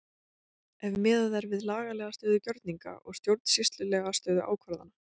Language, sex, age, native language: Icelandic, female, 20-29, Icelandic